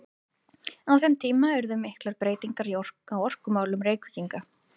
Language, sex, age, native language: Icelandic, female, 30-39, Icelandic